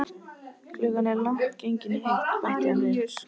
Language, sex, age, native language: Icelandic, other, 14, Icelandic